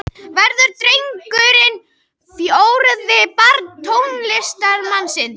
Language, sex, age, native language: Icelandic, female, 18-19, Icelandic